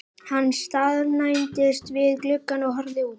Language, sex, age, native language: Icelandic, female, 11, Icelandic